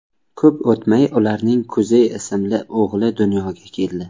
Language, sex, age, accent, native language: Uzbek, male, 25-34, Samarqand, Uzbek